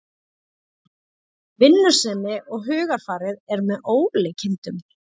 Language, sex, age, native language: Icelandic, female, 40-49, Icelandic